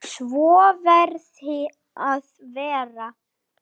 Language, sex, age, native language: Icelandic, male, 9, Icelandic